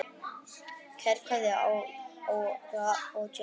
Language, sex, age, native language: Icelandic, male, 9, Icelandic